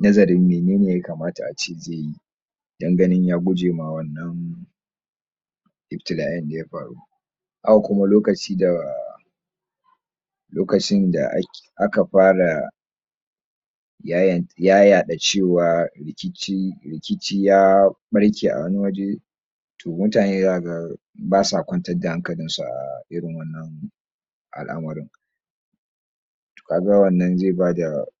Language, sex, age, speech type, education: Hausa, male, 46-60, spontaneous, tertiary